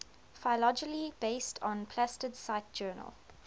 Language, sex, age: English, female, 21